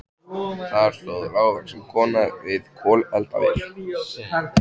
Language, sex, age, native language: Icelandic, male, 14, Icelandic